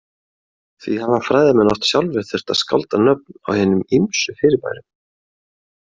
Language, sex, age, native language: Icelandic, male, 40-49, Icelandic